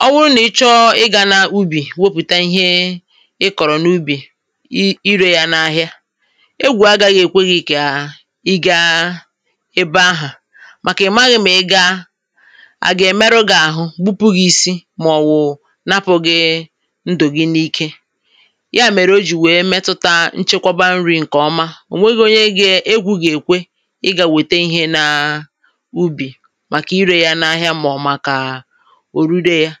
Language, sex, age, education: Igbo, female, 15-29, tertiary